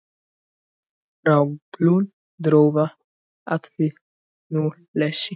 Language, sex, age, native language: Icelandic, male, 18-19, Icelandic